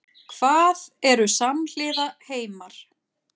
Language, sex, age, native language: Icelandic, female, 40-49, Icelandic